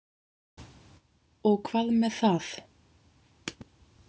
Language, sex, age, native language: Icelandic, female, 20-29, Icelandic